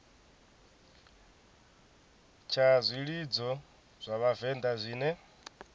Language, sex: Venda, male